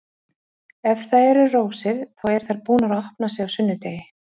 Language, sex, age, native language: Icelandic, female, 40-49, Icelandic